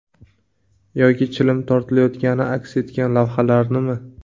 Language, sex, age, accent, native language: Uzbek, male, 25-34, Navoiy, Uzbek